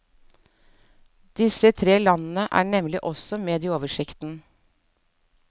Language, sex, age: Norwegian, female, 47